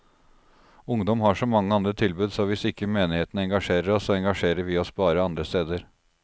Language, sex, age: Norwegian, male, 36